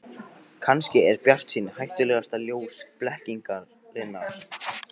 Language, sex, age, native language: Icelandic, male, 15, Icelandic